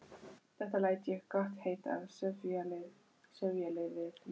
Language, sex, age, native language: Icelandic, female, 12, Icelandic